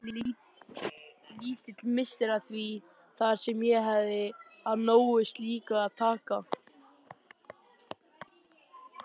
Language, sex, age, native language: Icelandic, male, 20-29, Icelandic